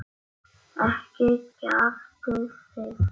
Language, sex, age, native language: Icelandic, male, 8, Icelandic